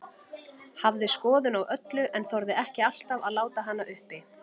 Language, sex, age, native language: Icelandic, female, 30-39, Icelandic